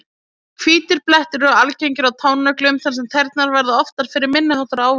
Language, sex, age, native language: Icelandic, female, 20-29, Icelandic